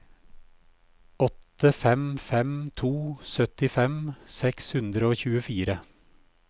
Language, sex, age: Norwegian, male, 56